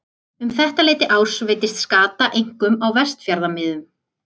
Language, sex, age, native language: Icelandic, female, 30-39, Icelandic